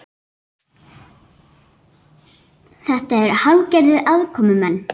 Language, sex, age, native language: Icelandic, female, 18-19, Icelandic